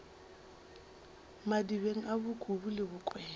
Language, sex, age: Northern Sotho, female, 23